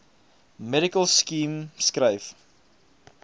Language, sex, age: Afrikaans, male, 22